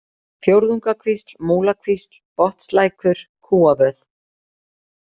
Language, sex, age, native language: Icelandic, female, 40-49, Icelandic